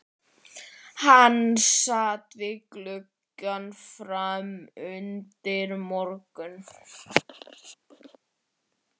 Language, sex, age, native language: Icelandic, male, 11, Icelandic